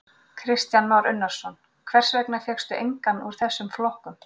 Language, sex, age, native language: Icelandic, female, 40-49, Icelandic